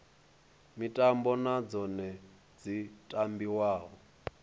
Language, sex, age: Venda, male, 23